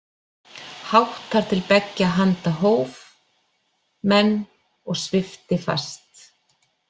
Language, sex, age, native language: Icelandic, female, 40-49, Icelandic